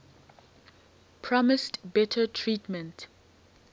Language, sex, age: English, female, 19